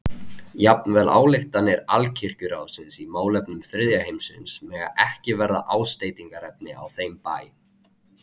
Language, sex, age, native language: Icelandic, male, 20-29, Icelandic